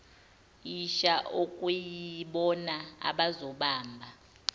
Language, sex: Zulu, female